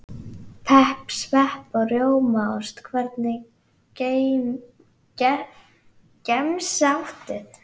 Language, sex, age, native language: Icelandic, female, 11, Icelandic